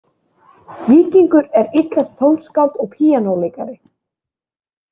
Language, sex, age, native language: Icelandic, female, 20-29, Icelandic